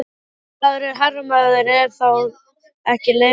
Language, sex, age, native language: Icelandic, male, 12, Icelandic